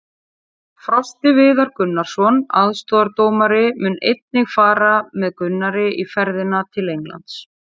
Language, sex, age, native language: Icelandic, female, 40-49, Icelandic